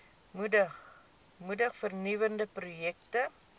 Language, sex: Afrikaans, female